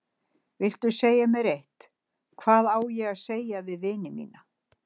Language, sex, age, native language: Icelandic, female, 60-69, Icelandic